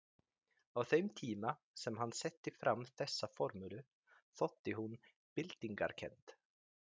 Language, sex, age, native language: Icelandic, male, 30-39, Icelandic